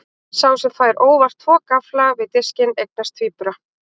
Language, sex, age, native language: Icelandic, female, 18-19, Icelandic